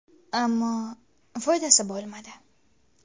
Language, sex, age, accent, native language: Uzbek, female, 19-29, Qashqadaryo, Uzbek